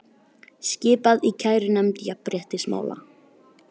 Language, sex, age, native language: Icelandic, female, 18-19, Icelandic